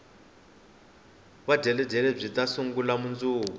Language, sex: Tsonga, male